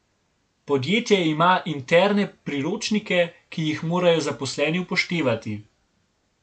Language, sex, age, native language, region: Slovenian, male, 18-29, Slovenian, Gorenjska region